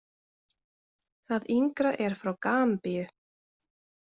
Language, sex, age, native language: Icelandic, female, 20-29, Icelandic